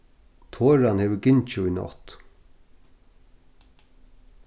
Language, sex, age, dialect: Faroese, male, 61+, Norðurstreymoy/Eysturoy